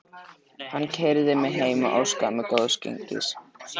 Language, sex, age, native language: Icelandic, male, 13, Icelandic